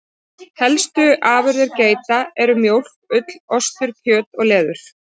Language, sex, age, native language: Icelandic, female, 30-39, Icelandic